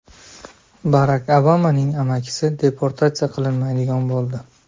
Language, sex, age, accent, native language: Uzbek, male, 25-34, Andijon, Uzbek